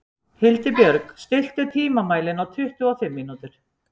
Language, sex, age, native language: Icelandic, female, 60-69, Icelandic